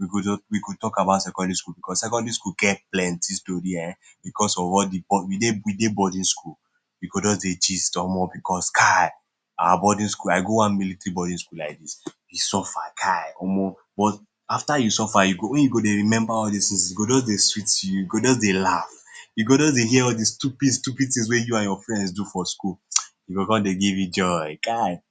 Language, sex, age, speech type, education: Nigerian Pidgin, male, 15-29, spontaneous, secondary